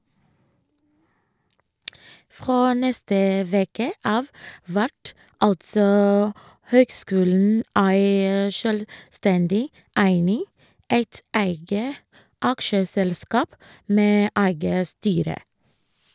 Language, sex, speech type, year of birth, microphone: Norwegian, female, read, 1986, Shure